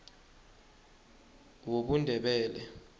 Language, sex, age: South Ndebele, male, 21